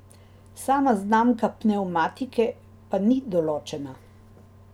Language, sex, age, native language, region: Slovenian, female, 60+, Slovenian, Drava region